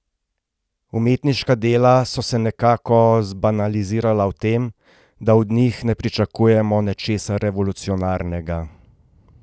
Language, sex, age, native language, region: Slovenian, male, 30-49, Slovenian, Gorenjska region